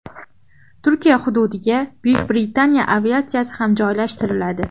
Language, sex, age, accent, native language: Uzbek, female, 12-17, Farg'ona, Uzbek